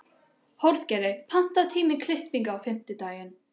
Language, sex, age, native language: Icelandic, other, 12, Icelandic